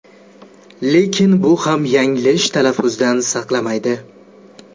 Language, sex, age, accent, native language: Uzbek, male, 18-24, Jizzax, Uzbek